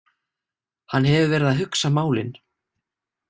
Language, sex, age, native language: Icelandic, male, 18-19, Icelandic